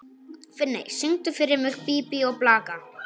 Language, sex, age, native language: Icelandic, male, 18-19, Polish